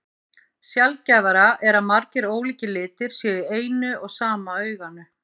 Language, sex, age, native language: Icelandic, female, 50-59, Icelandic